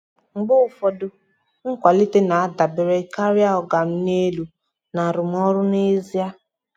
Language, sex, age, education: Igbo, female, 15-29, tertiary